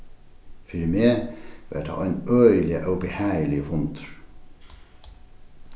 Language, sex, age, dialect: Faroese, male, 36-60, Norðurstreymoy/Eysturoy